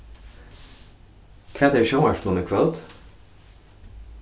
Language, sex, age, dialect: Faroese, male, 15-35, Suðurstreymoy